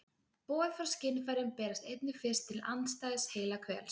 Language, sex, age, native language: Icelandic, female, 20-29, Icelandic